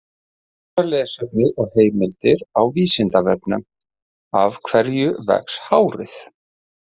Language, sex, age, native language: Icelandic, male, 40-49, Icelandic